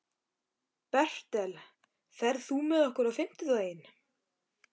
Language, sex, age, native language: Icelandic, male, 13, Icelandic